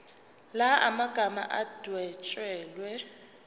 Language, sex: Zulu, female